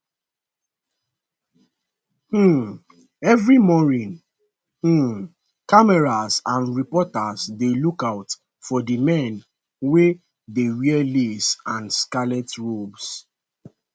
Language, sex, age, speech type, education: Nigerian Pidgin, male, 15-29, spontaneous, secondary